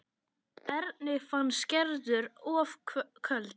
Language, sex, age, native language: Icelandic, male, 10, Icelandic